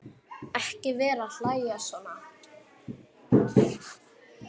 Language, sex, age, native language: Icelandic, female, 10, Icelandic